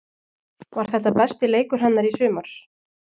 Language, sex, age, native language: Icelandic, female, 20-29, Icelandic